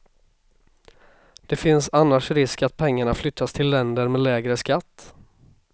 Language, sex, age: Swedish, male, 26